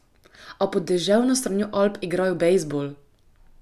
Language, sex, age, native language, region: Slovenian, female, 18-29, Slovenian, Drava region